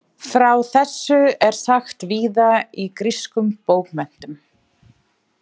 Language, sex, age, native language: Icelandic, female, 30-39, Icelandic